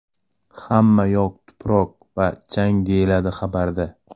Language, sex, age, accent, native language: Uzbek, male, 18-24, Toshkent shahri, Uzbek